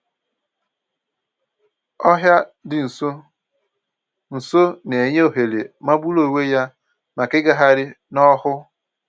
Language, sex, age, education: Igbo, male, 15-29, tertiary